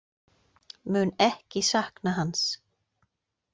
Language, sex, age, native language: Icelandic, female, 40-49, Icelandic